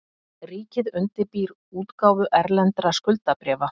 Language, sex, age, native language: Icelandic, female, 50-59, Icelandic